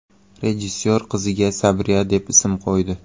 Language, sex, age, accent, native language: Uzbek, male, 18-24, Qoraqalpog'iston, Uzbek